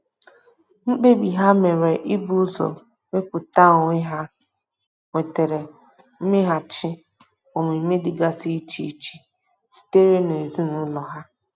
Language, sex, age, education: Igbo, female, 15-29, tertiary